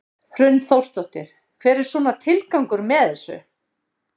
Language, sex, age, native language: Icelandic, female, 60-69, Icelandic